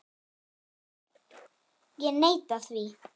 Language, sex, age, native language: Icelandic, female, 8, Icelandic